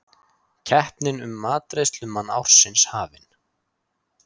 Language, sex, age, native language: Icelandic, male, 20-29, Icelandic